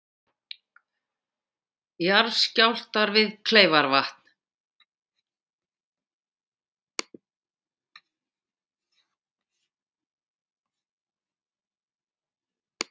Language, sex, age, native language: Icelandic, female, 60-69, Icelandic